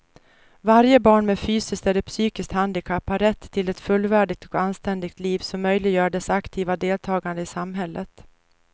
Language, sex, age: Swedish, female, 49